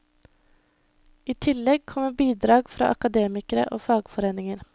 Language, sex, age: Norwegian, female, 21